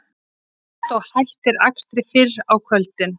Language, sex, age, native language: Icelandic, female, 30-39, Icelandic